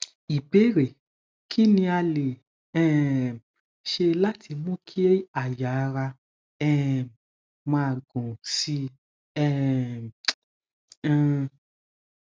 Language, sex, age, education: Yoruba, male, 15-29, tertiary